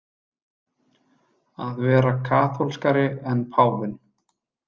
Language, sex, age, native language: Icelandic, male, 30-39, Icelandic